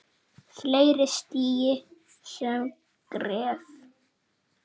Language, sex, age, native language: Icelandic, male, 7, Icelandic